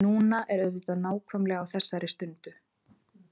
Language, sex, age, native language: Icelandic, female, 20-29, Icelandic